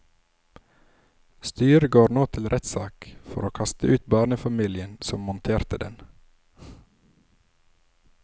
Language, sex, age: Norwegian, male, 27